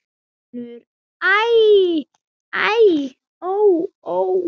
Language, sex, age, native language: Icelandic, female, 9, Icelandic